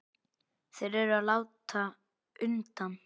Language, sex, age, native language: Icelandic, male, 8, Icelandic